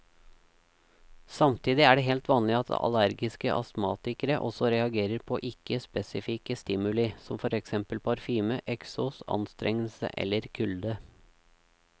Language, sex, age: Norwegian, male, 36